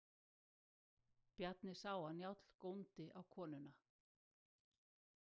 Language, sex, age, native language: Icelandic, female, 60-69, Icelandic